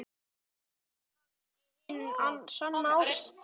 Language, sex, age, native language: Icelandic, male, 11, Icelandic